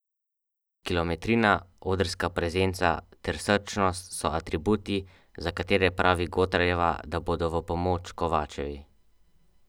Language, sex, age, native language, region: Slovenian, male, 12-17, Slovenian, Central Slovenia